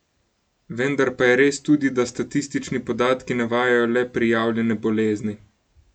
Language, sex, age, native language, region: Slovenian, male, 18-29, Slovenian, Gorenjska region